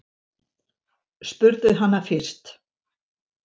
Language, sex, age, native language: Icelandic, female, 70-79, Icelandic